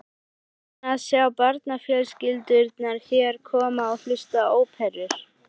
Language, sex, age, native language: Icelandic, female, 12, Icelandic